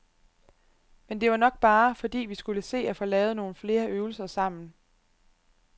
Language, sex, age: Danish, female, 25